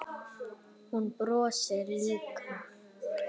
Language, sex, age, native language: Icelandic, female, 9, Icelandic